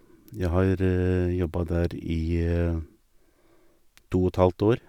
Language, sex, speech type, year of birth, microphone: Norwegian, male, spontaneous, 1958, Sennheiser